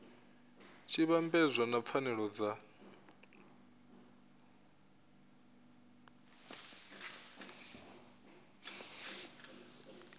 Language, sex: Venda, male